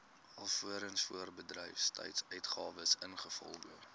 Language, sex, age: Afrikaans, male, 19